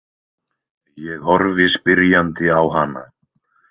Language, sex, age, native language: Icelandic, male, 20-29, Icelandic